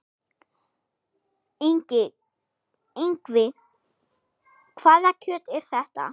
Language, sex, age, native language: Icelandic, male, 6, Icelandic